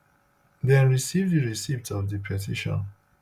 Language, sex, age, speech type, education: Nigerian Pidgin, male, 30-45, spontaneous, tertiary